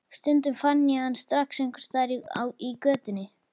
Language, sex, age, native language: Icelandic, female, 11, Icelandic